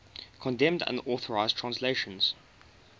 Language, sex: English, male